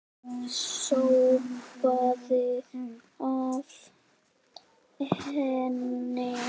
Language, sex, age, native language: Icelandic, female, 9, Icelandic